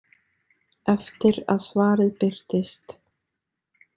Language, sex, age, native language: Icelandic, female, 20-29, Icelandic